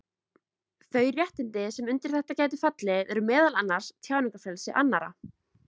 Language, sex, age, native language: Icelandic, female, 20-29, Icelandic